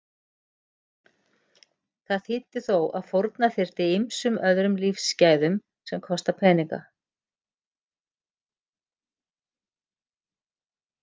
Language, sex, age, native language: Icelandic, female, 50-59, Icelandic